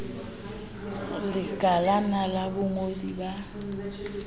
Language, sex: Southern Sotho, female